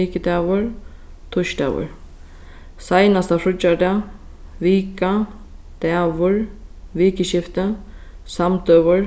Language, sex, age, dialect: Faroese, female, 15-35, Sandoy